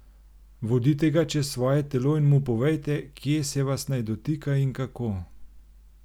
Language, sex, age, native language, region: Slovenian, male, 30-49, Slovenian, Gorenjska region